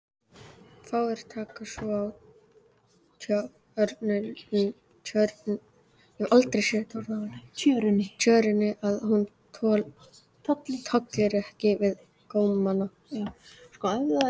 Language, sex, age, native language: Icelandic, male, 18-19, Icelandic